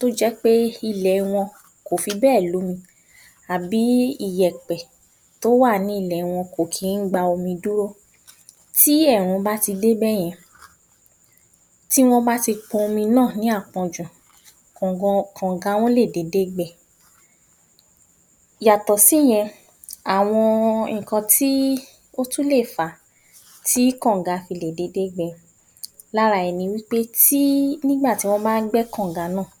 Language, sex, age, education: Yoruba, female, 46-60, tertiary